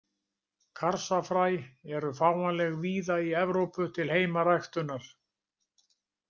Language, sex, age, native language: Icelandic, male, 60-69, Icelandic